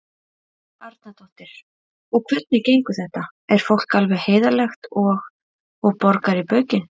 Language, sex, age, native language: Icelandic, female, 30-39, Icelandic